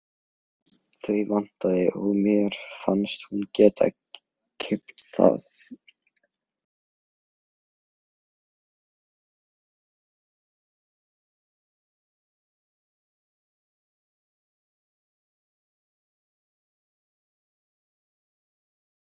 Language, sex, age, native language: Icelandic, male, 16, Icelandic